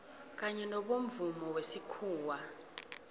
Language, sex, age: South Ndebele, female, 18